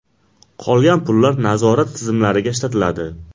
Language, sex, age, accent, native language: Uzbek, male, 18-24, Qashqadaryo, Uzbek